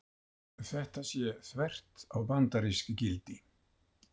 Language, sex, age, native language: Icelandic, male, 70-79, Icelandic